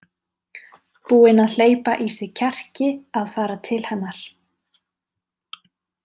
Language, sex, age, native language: Icelandic, female, 30-39, Icelandic